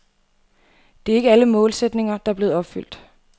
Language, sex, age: Danish, female, 28